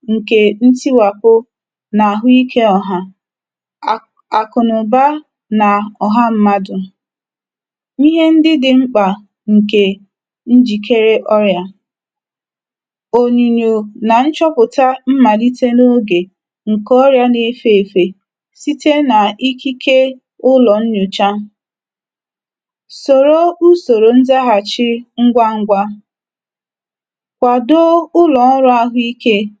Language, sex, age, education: Igbo, female, 30-45, tertiary